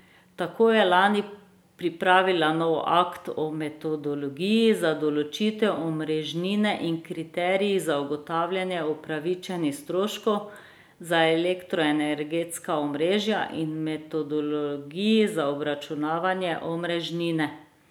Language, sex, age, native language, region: Slovenian, female, 30-49, Slovenian, Drava region